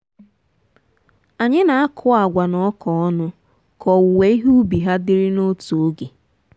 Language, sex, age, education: Igbo, female, 15-29, tertiary